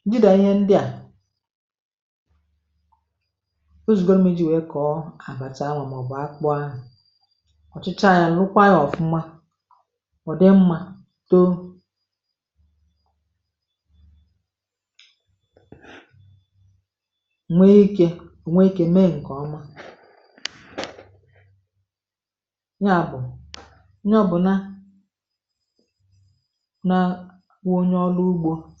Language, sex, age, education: Igbo, female, 46-60, tertiary